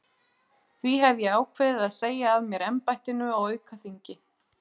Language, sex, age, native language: Icelandic, female, 40-49, Icelandic